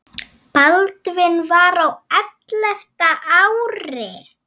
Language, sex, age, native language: Icelandic, female, 7, Icelandic